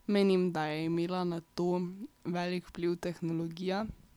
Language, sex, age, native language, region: Slovenian, female, 12-17, Slovenian, Drava region